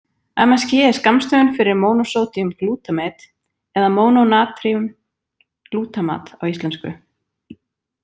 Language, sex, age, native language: Icelandic, female, 20-29, Icelandic